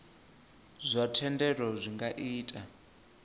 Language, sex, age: Venda, male, 24